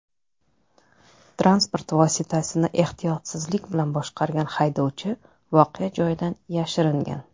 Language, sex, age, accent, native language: Uzbek, female, 30-39, Toshkent shahri, Uzbek